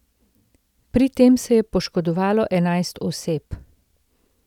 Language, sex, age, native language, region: Slovenian, female, 30-49, Slovenian, Central Slovenia